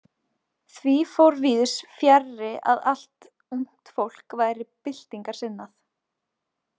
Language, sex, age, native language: Icelandic, female, 20-29, Icelandic